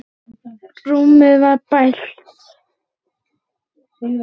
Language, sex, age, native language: Icelandic, male, 8, Icelandic